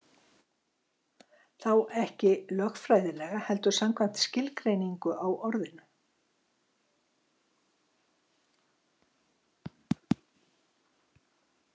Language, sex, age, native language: Icelandic, female, 60-69, Icelandic